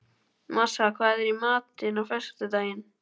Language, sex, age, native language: Icelandic, male, 12, Icelandic